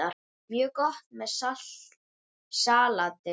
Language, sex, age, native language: Icelandic, male, 9, Icelandic